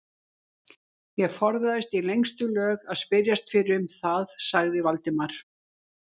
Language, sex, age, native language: Icelandic, female, 60-69, Icelandic